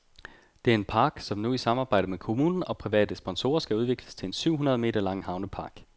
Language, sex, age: Danish, male, 29